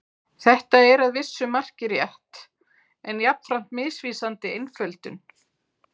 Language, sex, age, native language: Icelandic, female, 40-49, Icelandic